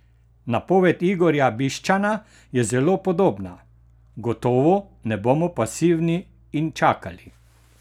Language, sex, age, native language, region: Slovenian, male, 60+, Slovenian, Carinthia region